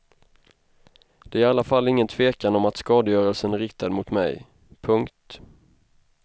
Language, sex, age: Swedish, male, 25